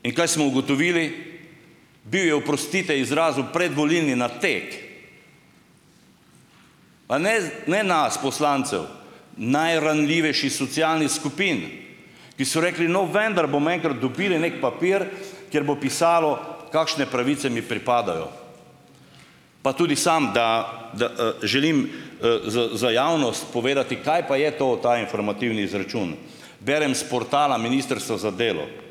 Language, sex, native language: Slovenian, male, Slovenian